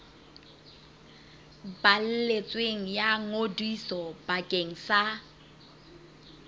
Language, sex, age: Southern Sotho, female, 25